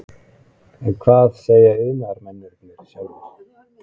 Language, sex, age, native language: Icelandic, male, 20-29, Icelandic